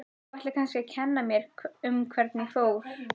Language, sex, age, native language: Icelandic, female, 14, Icelandic